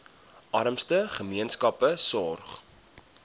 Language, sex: Afrikaans, male